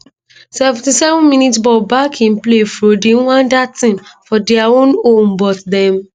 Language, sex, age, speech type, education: Nigerian Pidgin, female, 15-29, spontaneous, tertiary